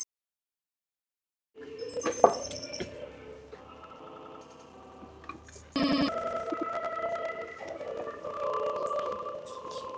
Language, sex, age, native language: Icelandic, male, 18-19, Icelandic